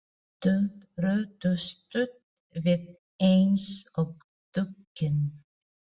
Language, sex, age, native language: Icelandic, female, 40-49, Filipino